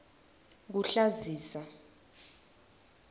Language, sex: Swati, female